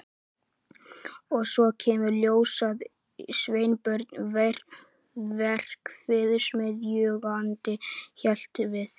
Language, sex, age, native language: Icelandic, male, 11, Icelandic